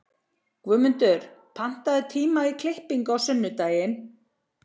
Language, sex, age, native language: Icelandic, female, 40-49, Icelandic